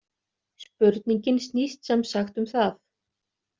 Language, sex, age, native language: Icelandic, other, 30-39, Icelandic